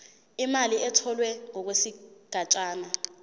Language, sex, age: Zulu, female, 20